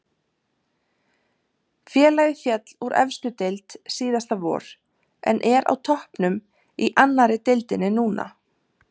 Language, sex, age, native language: Icelandic, female, 30-39, Icelandic